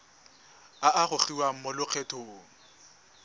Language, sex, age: Tswana, male, 20